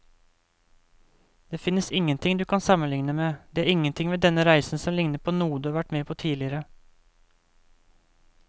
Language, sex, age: Norwegian, male, 28